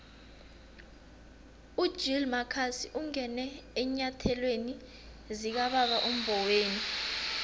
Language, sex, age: South Ndebele, female, 22